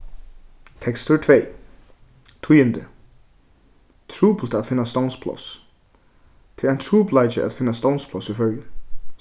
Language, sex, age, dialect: Faroese, male, 15-35, Suðurstreymoy